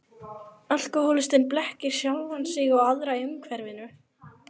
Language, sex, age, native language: Icelandic, female, 11, Icelandic